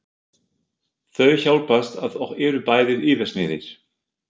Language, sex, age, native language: Icelandic, male, 50-59, German